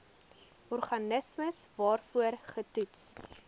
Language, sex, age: Afrikaans, female, 20